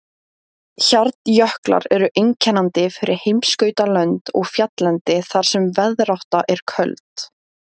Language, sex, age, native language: Icelandic, female, 17, Icelandic